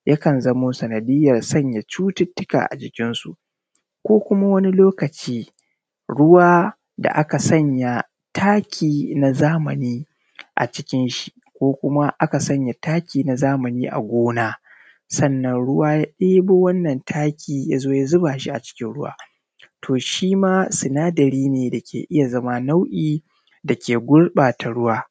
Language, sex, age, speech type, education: Hausa, male, 30-45, spontaneous, primary